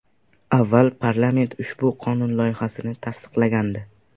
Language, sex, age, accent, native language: Uzbek, male, 18-24, Sirdaryo, Uzbek